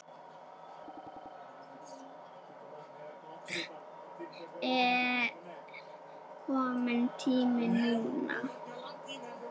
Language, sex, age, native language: Icelandic, female, 9, Icelandic